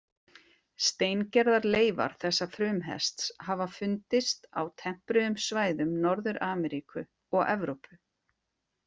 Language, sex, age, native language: Icelandic, female, 40-49, Icelandic